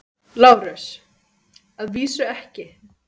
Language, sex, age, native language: Icelandic, female, 10, Icelandic